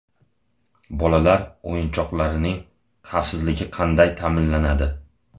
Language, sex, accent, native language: Uzbek, male, Andijon, Uzbek